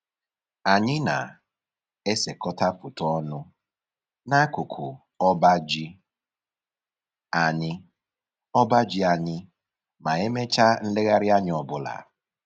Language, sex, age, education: Igbo, male, 15-29, tertiary